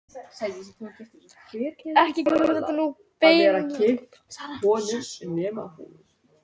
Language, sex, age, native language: Icelandic, female, 18-19, Icelandic